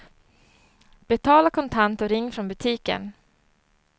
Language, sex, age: Swedish, female, 34